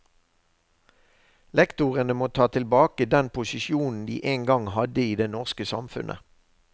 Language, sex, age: Norwegian, male, 63